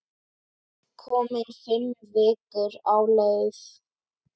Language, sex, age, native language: Icelandic, female, 10, Icelandic